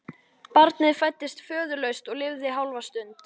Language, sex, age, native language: Icelandic, female, 13, Icelandic